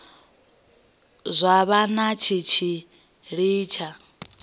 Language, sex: Venda, female